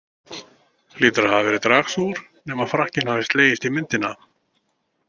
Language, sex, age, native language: Icelandic, male, 40-49, Icelandic